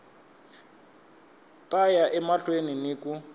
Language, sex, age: Tsonga, male, 21